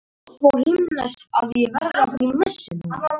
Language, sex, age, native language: Icelandic, male, 18-19, Icelandic